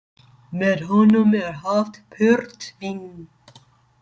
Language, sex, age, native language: Icelandic, female, 30-39, English